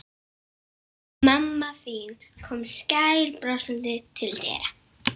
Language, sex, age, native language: Icelandic, female, 15, Icelandic